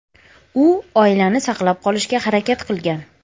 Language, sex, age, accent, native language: Uzbek, female, 18-24, Andijon, Uzbek